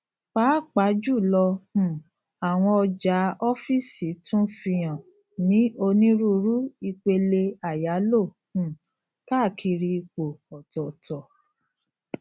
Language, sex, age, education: Yoruba, female, 46-60, tertiary